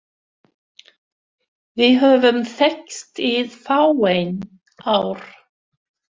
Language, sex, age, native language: Icelandic, female, 60-69, Swedish